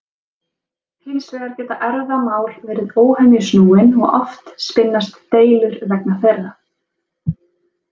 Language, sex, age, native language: Icelandic, female, 20-29, Icelandic